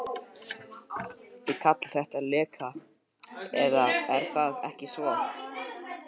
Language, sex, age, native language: Icelandic, male, 12, Icelandic